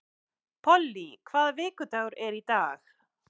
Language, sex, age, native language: Icelandic, male, 11, Icelandic